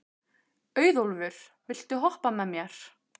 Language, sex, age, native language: Icelandic, female, 15, Icelandic